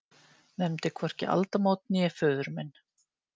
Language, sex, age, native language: Icelandic, female, 50-59, Icelandic